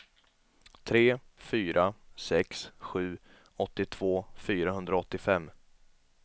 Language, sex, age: Swedish, male, 22